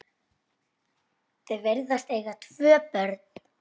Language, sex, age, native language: Icelandic, female, 9, Icelandic